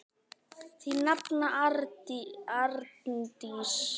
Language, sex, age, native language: Icelandic, male, 10, Icelandic